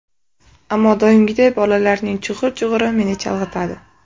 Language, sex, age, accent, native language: Uzbek, female, 18-24, Samarqand, Uzbek